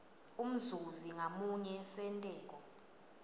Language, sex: Swati, female